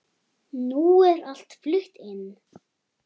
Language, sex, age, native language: Icelandic, female, 9, Icelandic